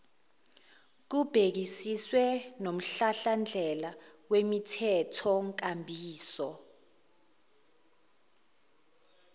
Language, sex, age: Zulu, female, 19